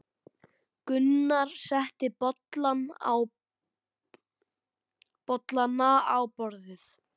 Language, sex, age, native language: Icelandic, male, 10, Icelandic